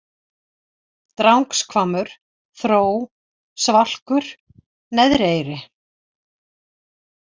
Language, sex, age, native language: Icelandic, female, 60-69, Icelandic